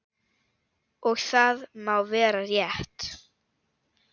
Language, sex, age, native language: Icelandic, female, 8, Icelandic